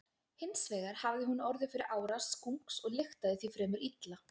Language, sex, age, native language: Icelandic, female, 20-29, Icelandic